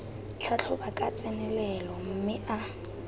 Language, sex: Tswana, female